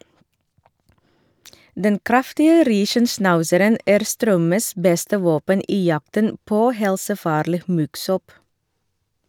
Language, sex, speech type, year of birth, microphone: Norwegian, female, read, 1978, Shure